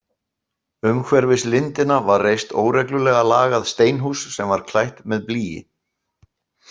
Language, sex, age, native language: Icelandic, male, 60-69, Icelandic